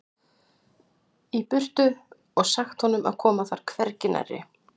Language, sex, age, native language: Icelandic, female, 60-69, Icelandic